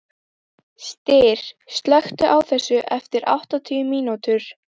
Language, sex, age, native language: Icelandic, female, 12, Icelandic